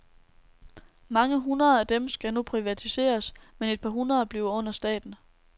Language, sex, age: Danish, female, 19